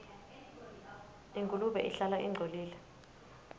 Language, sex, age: Swati, female, 23